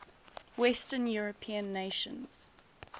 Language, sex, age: English, female, 22